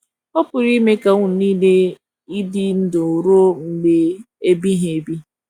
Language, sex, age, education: Igbo, female, 15-29, tertiary